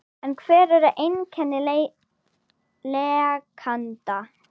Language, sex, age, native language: Icelandic, female, 9, Icelandic